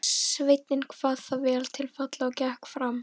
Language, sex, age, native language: Icelandic, female, 14, Icelandic